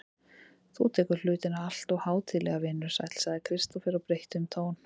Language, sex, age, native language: Icelandic, female, 30-39, Icelandic